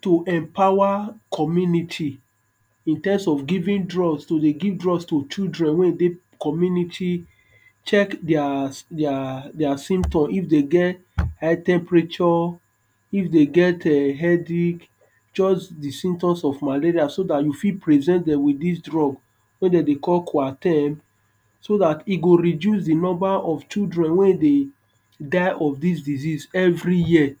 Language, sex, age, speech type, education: Nigerian Pidgin, male, 30-45, spontaneous, tertiary